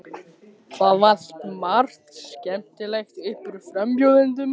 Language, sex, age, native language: Icelandic, male, 14, Icelandic